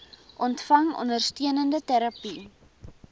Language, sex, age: Afrikaans, female, 19